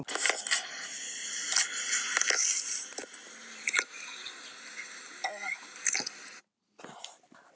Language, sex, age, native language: Icelandic, male, 18-19, Icelandic